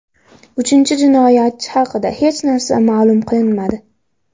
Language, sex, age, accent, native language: Uzbek, female, under 19, Andijon, Uzbek